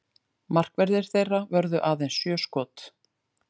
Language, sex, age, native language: Icelandic, female, 40-49, Icelandic